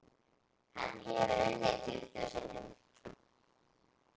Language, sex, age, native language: Icelandic, female, 10, Icelandic